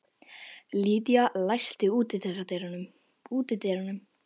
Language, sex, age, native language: Icelandic, female, 12, Icelandic